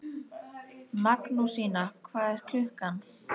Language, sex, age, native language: Icelandic, female, 13, Icelandic